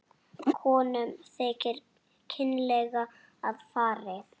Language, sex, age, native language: Icelandic, female, 6, Icelandic